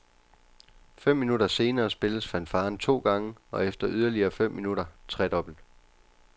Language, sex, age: Danish, male, 29